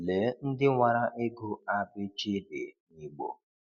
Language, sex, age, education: Igbo, male, 30-45, tertiary